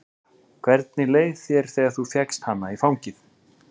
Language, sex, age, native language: Icelandic, male, 40-49, Icelandic